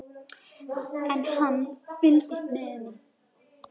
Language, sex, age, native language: Icelandic, female, 10, Icelandic